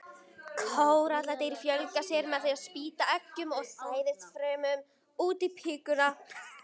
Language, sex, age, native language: Icelandic, female, 18-19, Icelandic